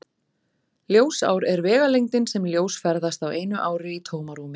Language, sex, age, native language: Icelandic, female, 40-49, Icelandic